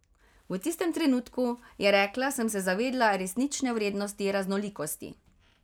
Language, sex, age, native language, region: Slovenian, female, 30-49, Slovenian, Carinthia region